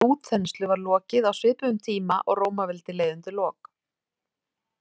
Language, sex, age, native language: Icelandic, female, 40-49, Icelandic